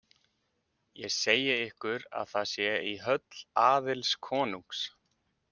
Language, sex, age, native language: Icelandic, male, 20-29, Icelandic